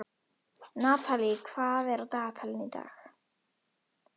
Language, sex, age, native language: Icelandic, female, 21, Icelandic